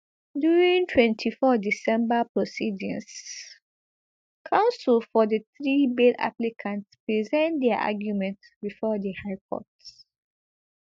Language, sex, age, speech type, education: Nigerian Pidgin, female, 15-29, spontaneous, tertiary